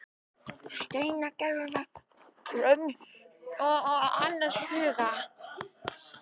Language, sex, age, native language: Icelandic, male, 13, Icelandic